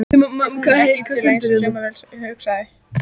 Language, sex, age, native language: Icelandic, female, 14, Icelandic